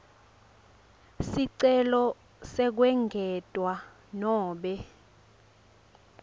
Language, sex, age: Swati, female, 22